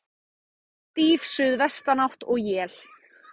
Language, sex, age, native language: Icelandic, female, 30-39, Icelandic